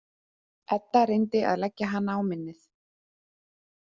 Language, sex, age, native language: Icelandic, female, 30-39, Icelandic